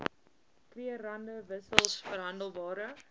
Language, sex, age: Afrikaans, female, 19